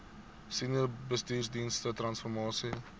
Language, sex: Afrikaans, male